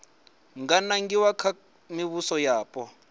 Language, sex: Venda, male